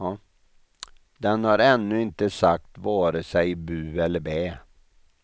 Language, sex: Swedish, male